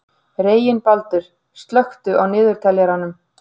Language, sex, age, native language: Icelandic, female, 40-49, Icelandic